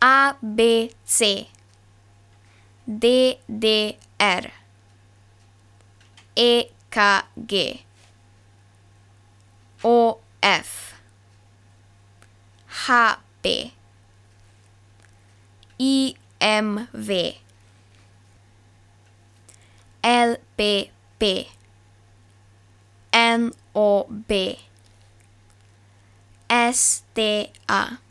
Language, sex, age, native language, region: Slovenian, female, 12-17, Slovenian, Carinthia region